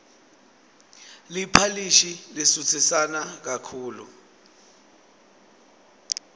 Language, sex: Swati, male